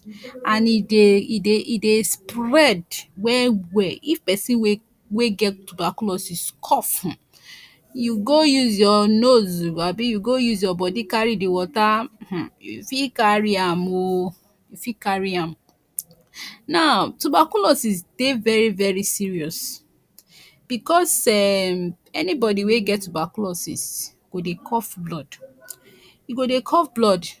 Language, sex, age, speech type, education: Nigerian Pidgin, female, 15-29, spontaneous, tertiary